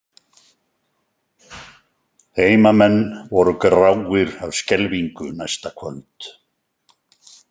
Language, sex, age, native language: Icelandic, male, 70-79, Icelandic